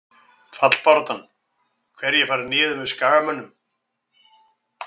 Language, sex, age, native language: Icelandic, male, 60-69, Icelandic